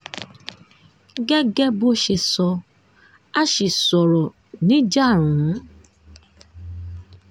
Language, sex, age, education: Yoruba, female, 15-29, tertiary